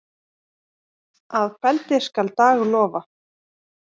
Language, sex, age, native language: Icelandic, female, 18-19, Icelandic